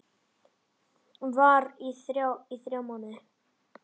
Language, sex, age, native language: Icelandic, male, 10, Icelandic